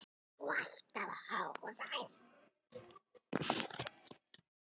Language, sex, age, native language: Icelandic, female, 10, Icelandic